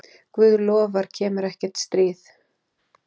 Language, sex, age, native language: Icelandic, male, 10, Icelandic